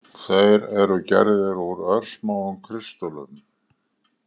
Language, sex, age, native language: Icelandic, male, 80-89, Icelandic